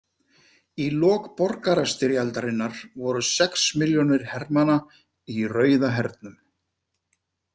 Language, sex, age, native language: Icelandic, male, 50-59, Icelandic